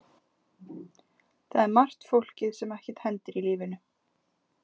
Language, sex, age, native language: Icelandic, female, 20-29, Icelandic